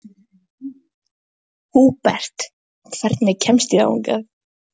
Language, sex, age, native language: Icelandic, female, 12, Icelandic